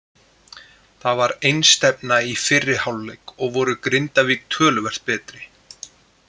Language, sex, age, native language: Icelandic, male, 20-29, Icelandic